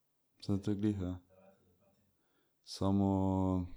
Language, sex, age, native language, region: Slovenian, male, 18-29, Slovenian, Drava region